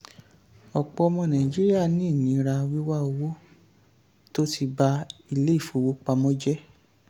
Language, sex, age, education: Yoruba, male, 15-29, tertiary